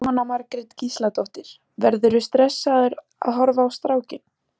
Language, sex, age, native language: Icelandic, female, 14, Icelandic